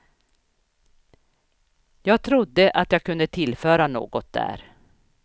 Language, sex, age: Swedish, female, 61